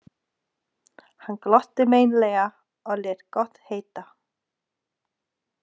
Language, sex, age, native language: Icelandic, female, 40-49, Danish